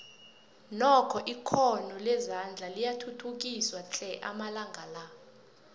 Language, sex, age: South Ndebele, female, 20